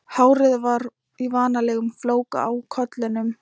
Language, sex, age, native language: Icelandic, female, 13, Thai